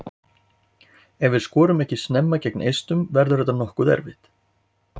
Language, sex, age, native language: Icelandic, male, 40-49, Icelandic